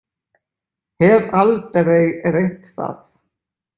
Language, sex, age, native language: Icelandic, male, 20-29, Icelandic